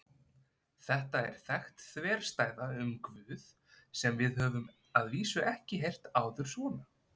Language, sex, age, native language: Icelandic, male, 20-29, Icelandic